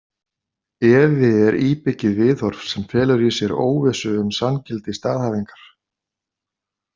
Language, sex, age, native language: Icelandic, male, 50-59, Icelandic